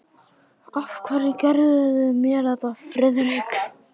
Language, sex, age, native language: Icelandic, male, 11, Icelandic